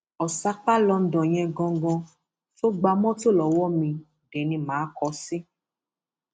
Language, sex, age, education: Yoruba, female, 15-29, tertiary